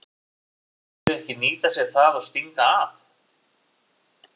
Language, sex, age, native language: Icelandic, male, 40-49, Icelandic